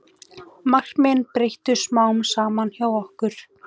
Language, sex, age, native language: Icelandic, female, 18-19, Icelandic